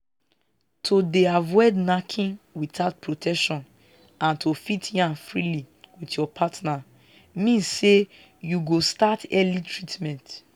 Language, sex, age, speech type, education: Nigerian Pidgin, female, 15-29, spontaneous, tertiary